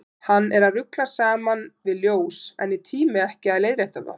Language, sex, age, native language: Icelandic, female, 30-39, Icelandic